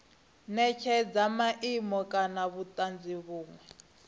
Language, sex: Venda, female